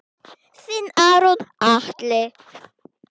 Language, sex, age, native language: Icelandic, female, 10, Icelandic